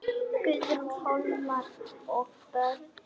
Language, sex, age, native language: Icelandic, female, 9, Icelandic